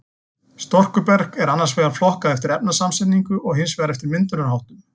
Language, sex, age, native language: Icelandic, male, 40-49, Icelandic